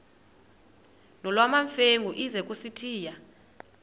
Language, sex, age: Xhosa, female, 30